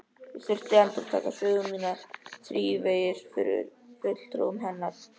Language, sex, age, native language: Icelandic, male, 13, Icelandic